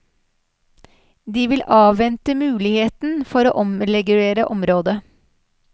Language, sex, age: Norwegian, female, 46